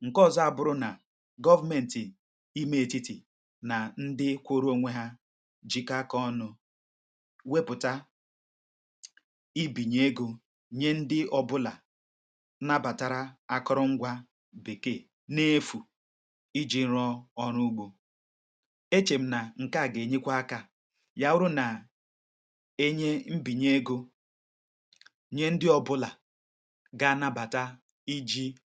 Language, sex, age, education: Igbo, male, 30-45, tertiary